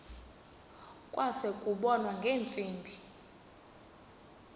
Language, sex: Xhosa, female